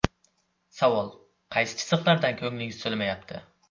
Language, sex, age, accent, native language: Uzbek, male, 12-17, Samarqand, Uzbek